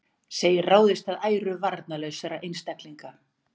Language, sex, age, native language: Icelandic, female, 60-69, Icelandic